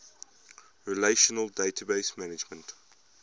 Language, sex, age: English, male, 22